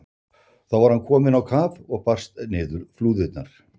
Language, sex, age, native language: Icelandic, male, 60-69, Icelandic